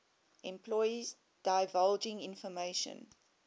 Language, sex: English, female